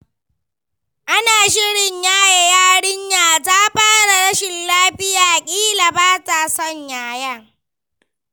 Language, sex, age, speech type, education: Hausa, female, 15-29, read, primary